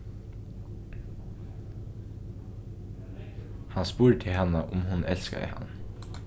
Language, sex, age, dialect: Faroese, male, 15-35, Norðuroyggjar